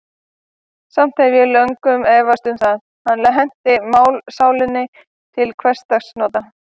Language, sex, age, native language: Icelandic, female, 30-39, Icelandic